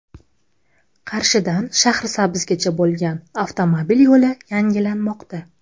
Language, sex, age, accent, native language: Uzbek, female, 25-34, Buxoro, Uzbek